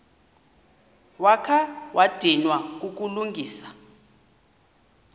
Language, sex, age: Xhosa, female, 38